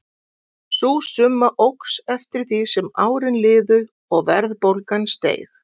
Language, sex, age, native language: Icelandic, female, 40-49, Icelandic